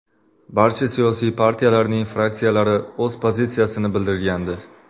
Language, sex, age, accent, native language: Uzbek, male, 25-34, Qashqadaryo, Uzbek